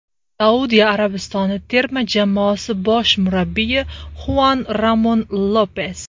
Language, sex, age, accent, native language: Uzbek, female, 19-29, Farg'ona, Uzbek